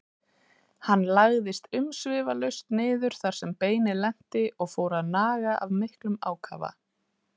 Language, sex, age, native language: Icelandic, female, 30-39, Icelandic